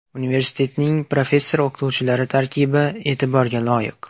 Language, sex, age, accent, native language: Uzbek, male, 18-24, Andijon, Uzbek